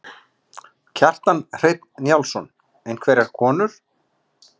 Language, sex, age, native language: Icelandic, male, 40-49, Icelandic